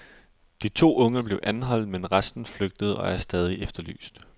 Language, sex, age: Danish, male, 20